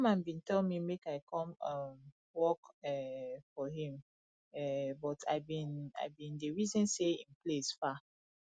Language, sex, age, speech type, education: Nigerian Pidgin, female, 30-45, spontaneous, tertiary